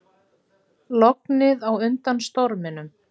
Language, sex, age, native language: Icelandic, female, 60-69, Icelandic